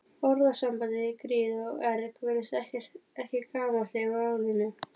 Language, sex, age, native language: Icelandic, female, 30-39, Icelandic